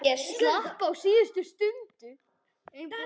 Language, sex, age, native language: Icelandic, male, 10, Icelandic